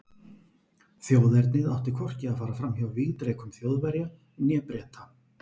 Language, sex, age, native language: Icelandic, male, 40-49, Icelandic